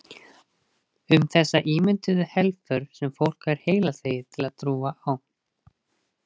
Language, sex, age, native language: Icelandic, male, 20-29, Icelandic